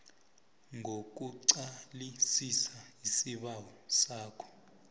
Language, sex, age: South Ndebele, male, 20